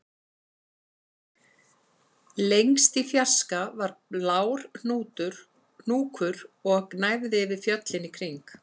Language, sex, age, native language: Icelandic, female, 50-59, Icelandic